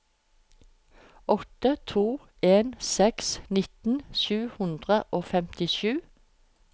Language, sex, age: Norwegian, female, 45